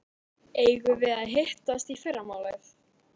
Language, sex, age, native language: Icelandic, female, 12, Icelandic